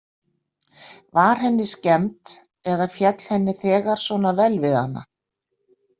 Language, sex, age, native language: Icelandic, female, 60-69, Icelandic